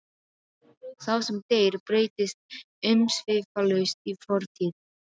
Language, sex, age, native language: Icelandic, female, 12, Serbo-Croatian